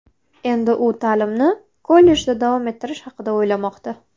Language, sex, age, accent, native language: Uzbek, female, 19-29, Navoiy, Uzbek